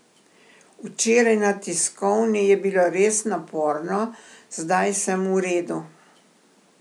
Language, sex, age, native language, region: Slovenian, female, 60+, Slovenian, Primorsko-notranjska region